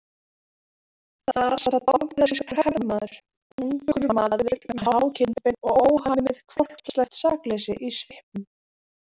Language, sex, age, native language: Icelandic, female, 20-29, Icelandic